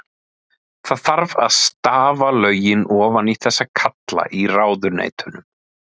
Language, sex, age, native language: Icelandic, male, 30-39, Icelandic